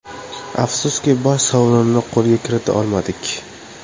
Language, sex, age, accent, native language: Uzbek, male, 18-24, Toshkent shahri, Uzbek